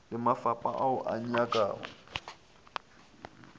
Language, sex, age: Northern Sotho, male, 20